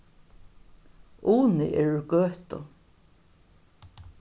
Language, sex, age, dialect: Faroese, female, 61+, Norðurstreymoy/Eysturoy